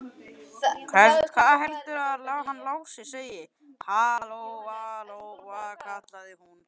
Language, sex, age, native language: Icelandic, male, 11, Icelandic